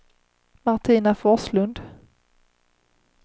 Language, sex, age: Swedish, female, 30